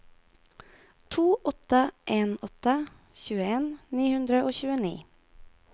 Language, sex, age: Norwegian, female, 22